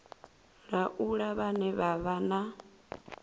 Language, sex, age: Venda, female, 24